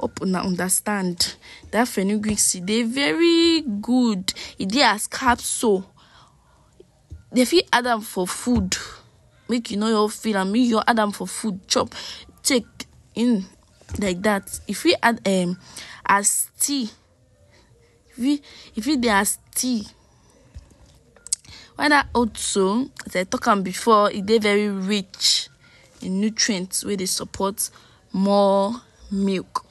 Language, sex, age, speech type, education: Nigerian Pidgin, female, 46-60, spontaneous, tertiary